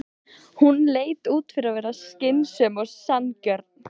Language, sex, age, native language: Icelandic, female, 15, Icelandic